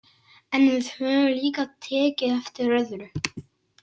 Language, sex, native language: Icelandic, other, Polish